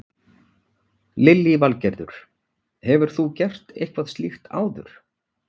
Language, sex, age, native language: Icelandic, male, 40-49, Icelandic